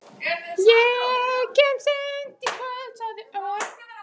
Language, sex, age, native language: Icelandic, male, 12, Icelandic